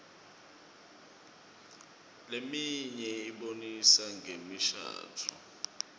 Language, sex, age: Swati, male, 25